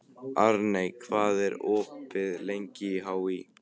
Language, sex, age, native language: Icelandic, male, 15, Icelandic